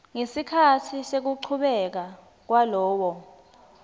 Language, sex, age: Swati, female, 19